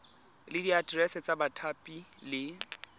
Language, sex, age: Tswana, male, 23